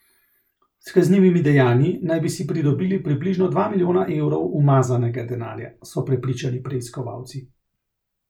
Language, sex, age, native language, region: Slovenian, male, 30-49, Slovenian, Central Slovenia